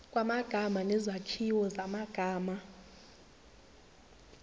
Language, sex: Zulu, female